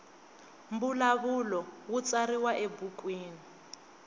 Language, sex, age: Tsonga, female, 20